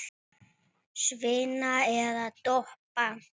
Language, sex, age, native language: Icelandic, female, 9, Icelandic